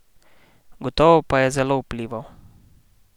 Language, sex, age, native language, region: Slovenian, male, 18-29, Slovenian, Posavska region